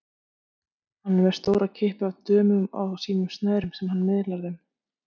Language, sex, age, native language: Icelandic, female, 50-59, Icelandic